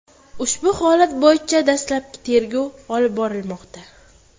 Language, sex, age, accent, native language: Uzbek, female, 18-24, Toshkent viloyati, Uzbek